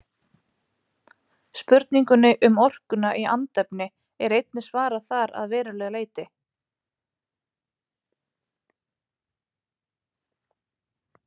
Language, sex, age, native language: Icelandic, female, 30-39, Icelandic